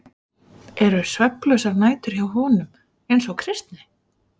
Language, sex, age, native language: Icelandic, female, 40-49, Icelandic